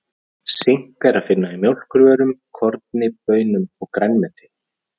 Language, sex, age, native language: Icelandic, male, 30-39, Icelandic